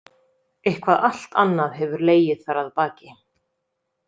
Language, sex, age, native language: Icelandic, female, 30-39, Icelandic